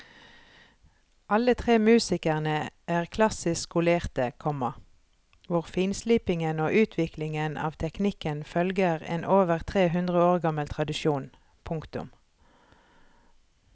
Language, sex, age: Norwegian, female, 43